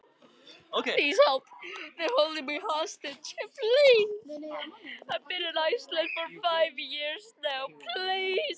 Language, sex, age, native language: Icelandic, male, 13, Icelandic